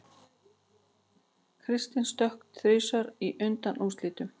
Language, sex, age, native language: Icelandic, female, 40-49, Icelandic